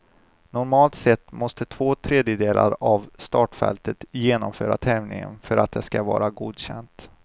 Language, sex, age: Swedish, male, 25